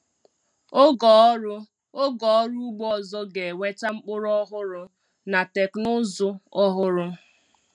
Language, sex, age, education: Igbo, female, 15-29, tertiary